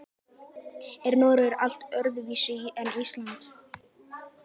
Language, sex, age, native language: Icelandic, male, 11, Icelandic